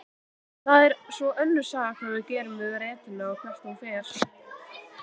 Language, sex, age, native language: Icelandic, female, 18-19, Icelandic